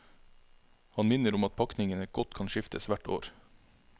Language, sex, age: Norwegian, male, 33